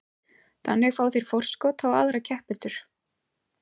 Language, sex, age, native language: Icelandic, female, 20-29, Icelandic